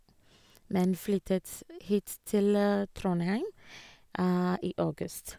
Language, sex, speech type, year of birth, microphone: Norwegian, female, spontaneous, 1986, Sennheiser